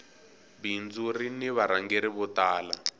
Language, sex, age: Tsonga, male, 18